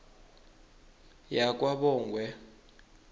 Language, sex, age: South Ndebele, male, 21